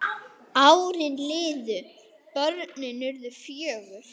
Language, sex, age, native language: Icelandic, male, 9, Icelandic